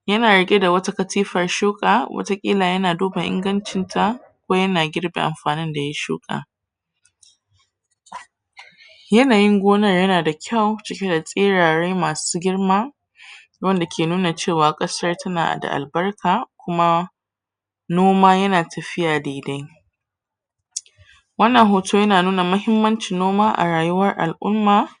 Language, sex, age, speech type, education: Hausa, female, 30-45, spontaneous, tertiary